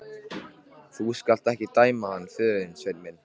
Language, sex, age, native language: Icelandic, male, 13, Icelandic